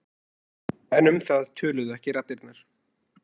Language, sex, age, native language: Icelandic, male, 20-29, Icelandic